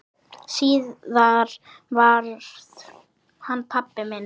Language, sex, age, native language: Icelandic, female, 9, Icelandic